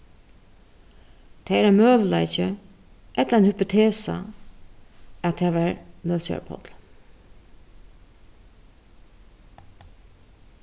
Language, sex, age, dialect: Faroese, female, 36-60, Suðurstreymoy